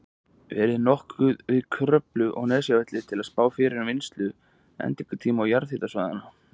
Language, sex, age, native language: Icelandic, male, 20-29, Icelandic